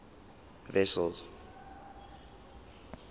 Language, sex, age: English, male, 19